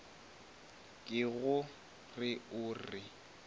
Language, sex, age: Northern Sotho, male, 23